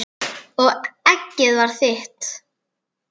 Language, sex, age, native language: Icelandic, female, 10, Icelandic